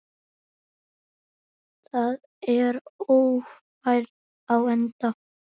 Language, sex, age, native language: Icelandic, male, 9, Icelandic